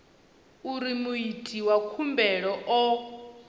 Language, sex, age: Venda, female, 19